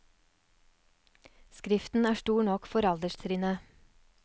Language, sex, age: Norwegian, female, 39